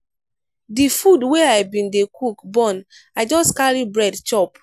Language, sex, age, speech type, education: Nigerian Pidgin, female, 15-29, spontaneous, tertiary